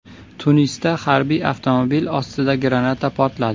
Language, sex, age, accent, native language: Uzbek, male, 25-34, Toshkent viloyati, Uzbek